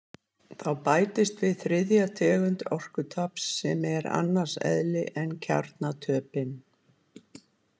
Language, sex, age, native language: Icelandic, female, 50-59, Icelandic